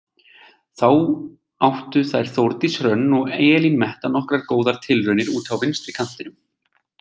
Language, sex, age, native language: Icelandic, male, 20-29, Icelandic